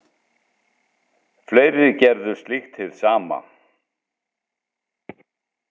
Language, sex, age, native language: Icelandic, male, 60-69, Icelandic